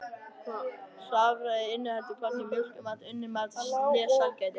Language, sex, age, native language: Icelandic, male, 18-19, Icelandic